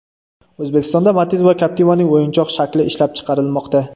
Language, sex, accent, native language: Uzbek, male, Toshkent viloyati, Uzbek